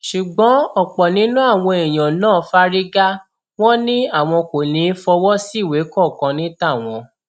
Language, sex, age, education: Yoruba, male, 15-29, tertiary